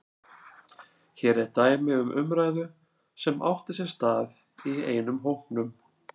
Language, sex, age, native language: Icelandic, male, 40-49, Icelandic